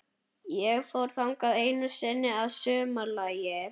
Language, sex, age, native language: Icelandic, male, 11, Icelandic